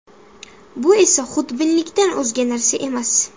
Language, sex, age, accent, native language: Uzbek, female, 12-17, Samarqand, Uzbek